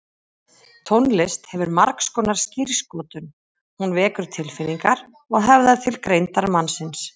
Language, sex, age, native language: Icelandic, female, 30-39, Icelandic